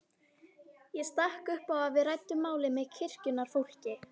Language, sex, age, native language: Icelandic, female, 18-19, Icelandic